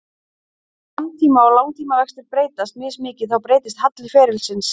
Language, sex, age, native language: Icelandic, female, 30-39, Icelandic